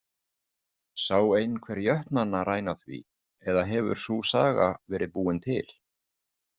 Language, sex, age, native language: Icelandic, male, 50-59, Icelandic